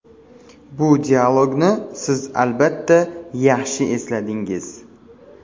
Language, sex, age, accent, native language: Uzbek, male, 18-24, Farg'ona, Uzbek